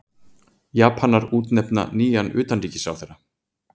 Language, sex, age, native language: Icelandic, male, 40-49, Icelandic